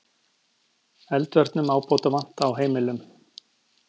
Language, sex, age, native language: Icelandic, male, 50-59, Icelandic